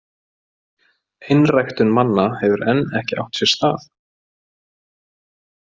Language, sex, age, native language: Icelandic, male, 30-39, Icelandic